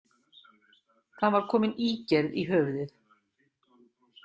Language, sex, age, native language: Icelandic, female, 60-69, Icelandic